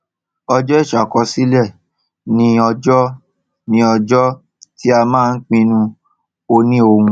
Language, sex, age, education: Yoruba, male, 30-45, tertiary